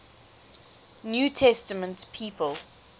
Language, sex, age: English, female, 20